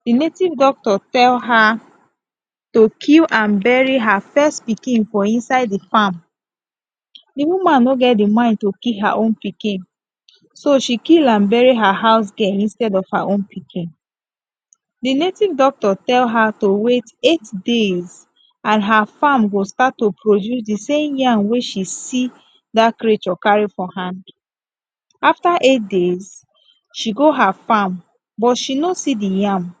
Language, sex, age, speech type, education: Nigerian Pidgin, female, 15-29, spontaneous, tertiary